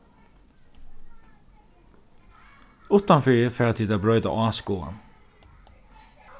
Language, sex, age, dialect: Faroese, male, 36-60, Norðurstreymoy/Eysturoy